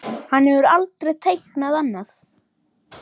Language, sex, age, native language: Icelandic, male, 10, Icelandic